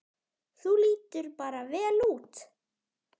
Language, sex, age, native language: Icelandic, female, 10, Icelandic